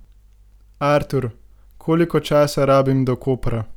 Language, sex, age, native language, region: Slovenian, male, 18-29, Slovenian, Gorenjska region